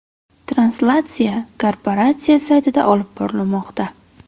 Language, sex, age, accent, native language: Uzbek, female, 18-24, Navoiy, Uzbek